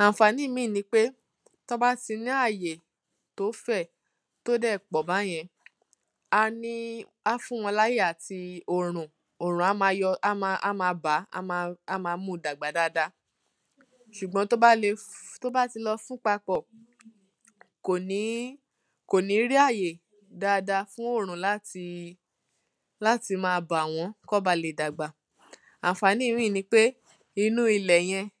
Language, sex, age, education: Yoruba, female, 15-29, tertiary